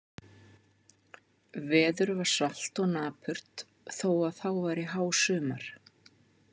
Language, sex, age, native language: Icelandic, female, 50-59, Icelandic